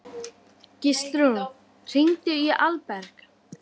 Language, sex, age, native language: Icelandic, female, 12, Icelandic